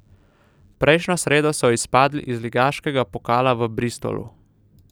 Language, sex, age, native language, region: Slovenian, male, 18-29, Slovenian, Southeast Slovenia